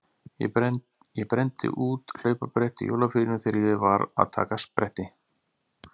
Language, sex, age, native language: Icelandic, male, 40-49, Icelandic